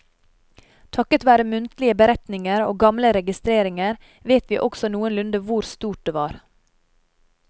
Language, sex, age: Norwegian, female, 30